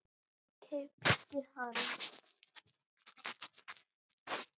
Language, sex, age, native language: Icelandic, female, 9, Icelandic